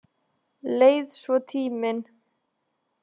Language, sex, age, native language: Icelandic, female, 20-29, Icelandic